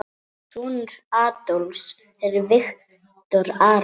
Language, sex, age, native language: Icelandic, female, 8, Icelandic